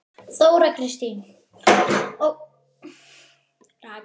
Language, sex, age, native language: Icelandic, male, 10, Icelandic